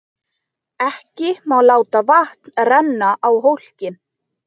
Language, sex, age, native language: Icelandic, female, 20-29, Icelandic